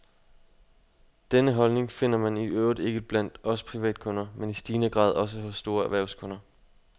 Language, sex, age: Danish, male, 25